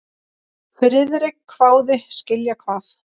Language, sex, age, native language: Icelandic, female, 10, Icelandic